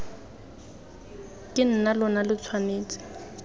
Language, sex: Tswana, female